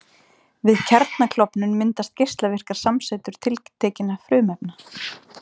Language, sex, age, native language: Icelandic, female, 30-39, Icelandic